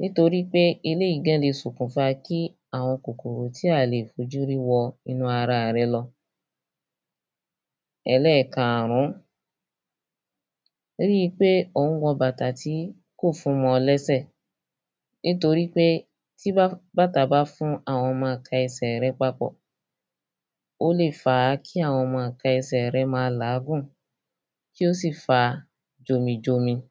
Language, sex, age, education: Yoruba, female, 15-29, tertiary